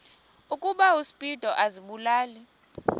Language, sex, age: Xhosa, female, 20